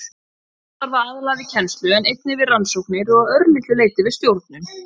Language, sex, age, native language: Icelandic, female, 30-39, Icelandic